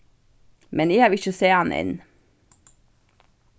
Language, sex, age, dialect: Faroese, female, 15-35, Vágar